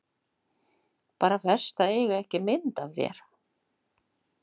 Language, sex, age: Icelandic, female, 60-69